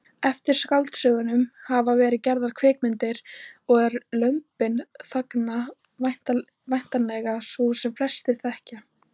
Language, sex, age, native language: Icelandic, female, 18-19, Icelandic